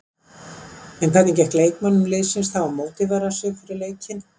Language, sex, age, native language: Icelandic, female, 70-79, Icelandic